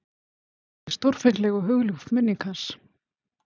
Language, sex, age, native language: Icelandic, female, 50-59, Icelandic